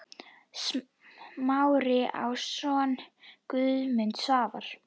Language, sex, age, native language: Icelandic, female, 10, Icelandic